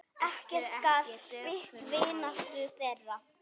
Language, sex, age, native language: Icelandic, female, 9, Icelandic